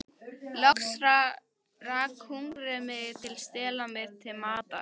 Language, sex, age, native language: Icelandic, female, 12, Icelandic